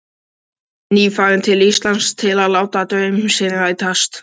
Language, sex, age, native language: Icelandic, male, 12, Icelandic